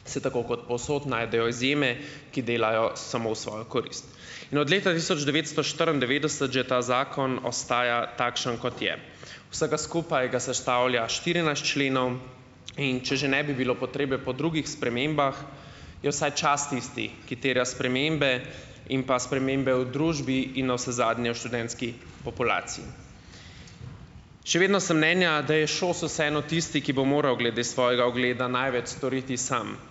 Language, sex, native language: Slovenian, male, Slovenian